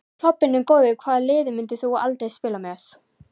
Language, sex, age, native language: Icelandic, female, 14, Icelandic